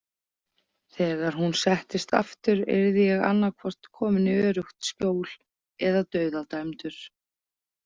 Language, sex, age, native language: Icelandic, female, 40-49, Icelandic